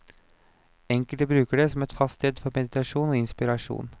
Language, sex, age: Norwegian, male, 29